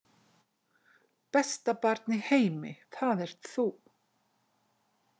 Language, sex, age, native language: Icelandic, female, 60-69, Icelandic